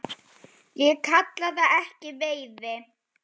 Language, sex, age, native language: Icelandic, female, 10, Icelandic